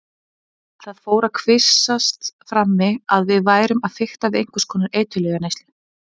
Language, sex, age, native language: Icelandic, female, 20-29, Icelandic